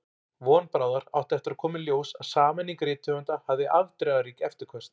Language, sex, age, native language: Icelandic, male, 40-49, Icelandic